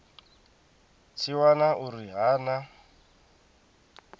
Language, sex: Venda, male